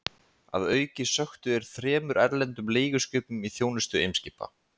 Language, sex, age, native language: Icelandic, male, 20-29, Icelandic